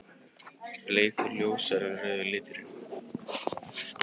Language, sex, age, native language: Icelandic, male, 18-19, Icelandic